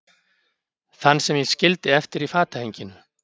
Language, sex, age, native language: Icelandic, male, 50-59, Icelandic